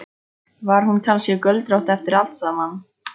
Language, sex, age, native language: Icelandic, female, 14, Icelandic